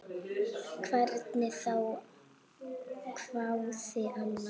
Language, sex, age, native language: Icelandic, female, 8, Icelandic